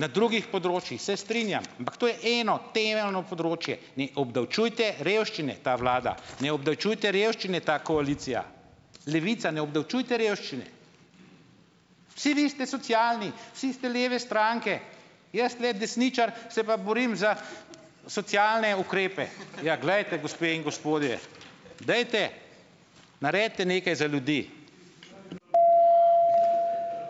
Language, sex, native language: Slovenian, male, Slovenian